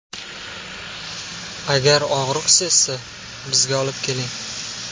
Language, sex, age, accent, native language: Uzbek, male, 25-34, Surxondaryo, Uzbek